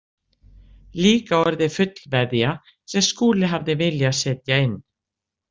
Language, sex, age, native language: Icelandic, female, 60-69, Icelandic